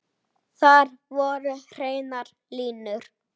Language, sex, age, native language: Icelandic, male, 8, Icelandic